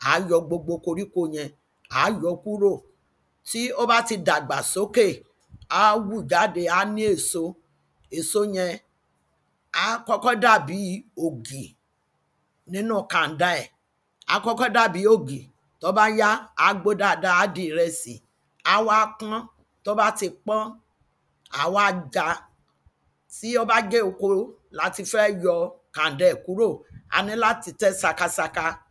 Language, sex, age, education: Yoruba, female, 46-60, tertiary